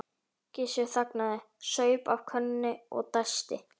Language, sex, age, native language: Icelandic, male, 11, Icelandic